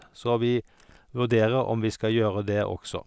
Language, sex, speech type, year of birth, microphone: Norwegian, male, spontaneous, 1951, Sennheiser